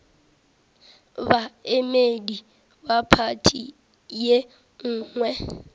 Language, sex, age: Northern Sotho, female, 18